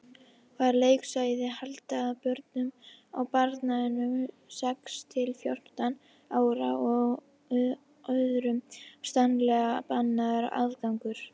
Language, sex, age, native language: Icelandic, female, 50-59, Icelandic